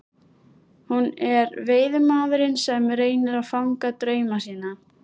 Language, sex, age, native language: Icelandic, female, 13, Icelandic